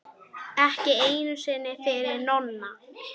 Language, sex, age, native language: Icelandic, male, 9, Icelandic